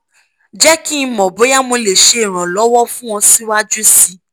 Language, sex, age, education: Yoruba, female, 15-29, tertiary